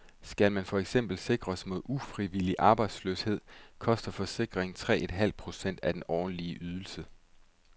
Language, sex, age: Danish, male, 31